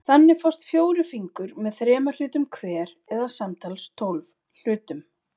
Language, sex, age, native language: Icelandic, female, 40-49, Icelandic